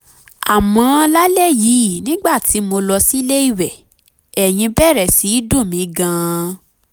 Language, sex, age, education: Yoruba, female, 15-29, tertiary